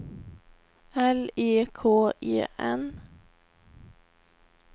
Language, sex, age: Swedish, female, 18